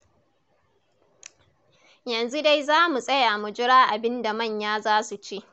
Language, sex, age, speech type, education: Hausa, female, 30-45, read, tertiary